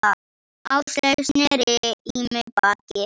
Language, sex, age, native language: Icelandic, female, 10, Icelandic